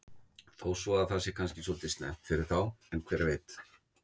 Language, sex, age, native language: Icelandic, male, 50-59, Icelandic